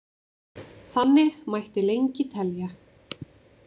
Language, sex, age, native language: Icelandic, female, 20-29, Icelandic